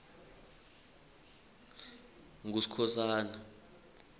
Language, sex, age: South Ndebele, male, 21